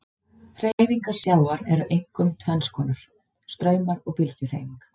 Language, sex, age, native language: Icelandic, female, 30-39, Icelandic